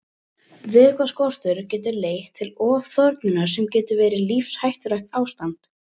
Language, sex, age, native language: Icelandic, female, 18-19, Icelandic